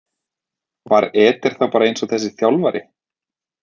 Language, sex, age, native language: Icelandic, male, 30-39, Icelandic